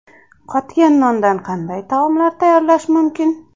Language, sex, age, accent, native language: Uzbek, female, 25-34, Andijon, Uzbek